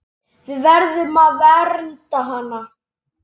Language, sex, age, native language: Icelandic, male, 10, Icelandic